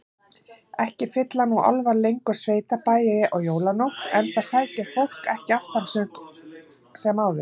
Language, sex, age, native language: Icelandic, female, 40-49, Icelandic